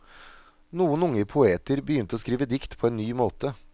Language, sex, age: Norwegian, male, 37